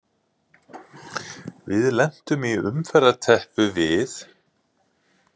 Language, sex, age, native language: Icelandic, male, 30-39, Icelandic